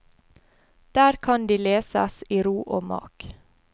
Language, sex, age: Norwegian, female, 20